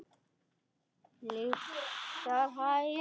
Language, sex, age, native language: Icelandic, male, 10, Icelandic